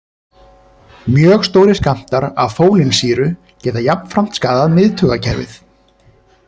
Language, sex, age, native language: Icelandic, male, 30-39, Icelandic